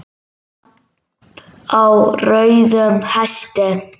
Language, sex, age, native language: Icelandic, male, 10, Icelandic